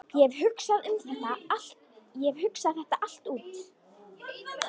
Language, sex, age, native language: Icelandic, female, 13, Icelandic